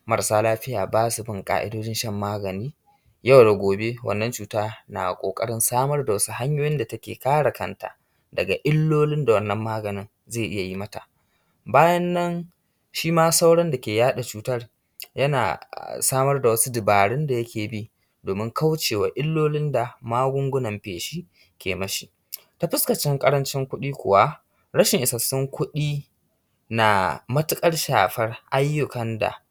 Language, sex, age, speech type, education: Hausa, male, 15-29, spontaneous, secondary